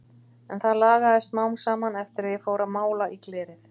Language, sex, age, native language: Icelandic, female, 50-59, Icelandic